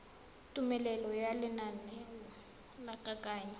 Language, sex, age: Tswana, female, 18